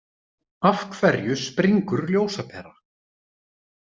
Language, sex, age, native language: Icelandic, male, 30-39, Icelandic